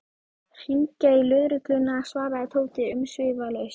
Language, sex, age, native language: Icelandic, female, 11, Icelandic